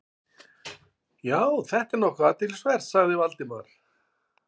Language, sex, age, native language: Icelandic, male, 60-69, Icelandic